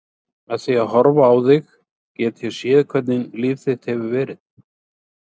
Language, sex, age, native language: Icelandic, male, 60-69, Icelandic